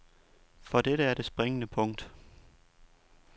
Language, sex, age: Danish, male, 29